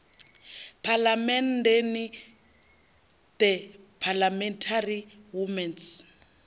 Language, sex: Venda, female